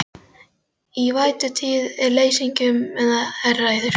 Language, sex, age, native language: Icelandic, female, 12, Icelandic